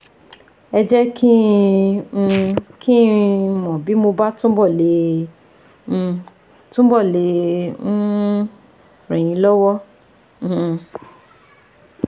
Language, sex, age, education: Yoruba, female, 15-29, tertiary